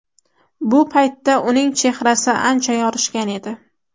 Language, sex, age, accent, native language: Uzbek, female, under 19, Toshkent shahri, Uzbek